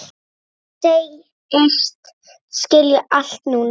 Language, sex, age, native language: Icelandic, female, 6, Icelandic